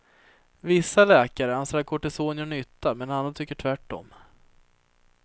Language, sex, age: Swedish, female, 30